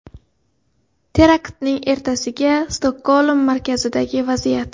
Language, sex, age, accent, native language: Uzbek, female, 18-24, Xorazm, Uzbek